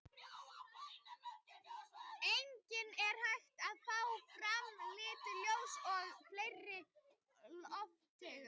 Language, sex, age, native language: Icelandic, female, 18-19, Icelandic